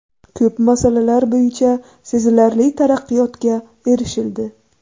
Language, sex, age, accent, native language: Uzbek, female, 18-24, Buxoro, Uzbek